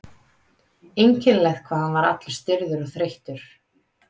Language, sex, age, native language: Icelandic, female, 30-39, Icelandic